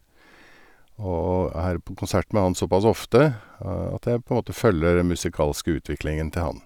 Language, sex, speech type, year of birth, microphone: Norwegian, male, spontaneous, 1961, Sennheiser